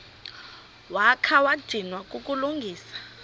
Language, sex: Xhosa, female